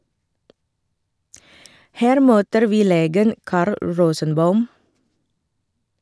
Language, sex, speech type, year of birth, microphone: Norwegian, female, read, 1978, Shure